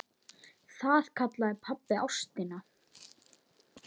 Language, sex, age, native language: Icelandic, male, 9, Icelandic